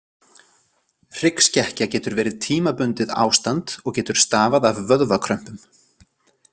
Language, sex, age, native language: Icelandic, other, 40-49, Icelandic